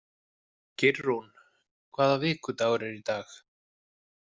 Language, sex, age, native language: Icelandic, male, 50-59, Icelandic